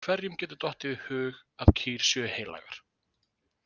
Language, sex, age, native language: Icelandic, male, 20-29, Icelandic